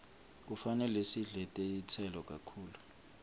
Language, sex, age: Swati, male, 25